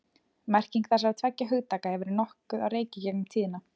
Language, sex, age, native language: Icelandic, female, 20-29, Icelandic